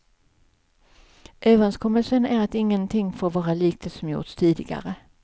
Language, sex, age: Swedish, female, 55